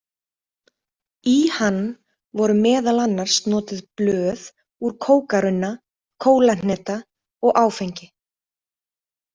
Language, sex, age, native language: Icelandic, female, 30-39, Icelandic